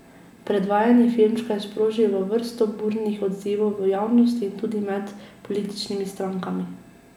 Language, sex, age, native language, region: Slovenian, female, 18-29, Slovenian, Drava region